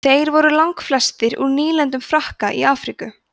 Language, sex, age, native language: Icelandic, female, 20-29, Icelandic